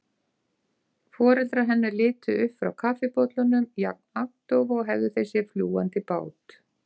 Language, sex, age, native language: Icelandic, female, 50-59, Icelandic